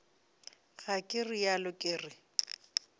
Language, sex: Northern Sotho, female